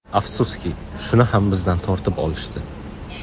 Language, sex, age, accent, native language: Uzbek, male, 18-24, Qashqadaryo, Uzbek